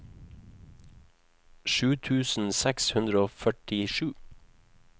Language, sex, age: Norwegian, male, 31